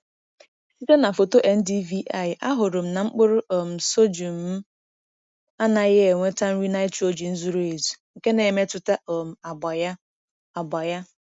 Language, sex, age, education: Igbo, female, 15-29, tertiary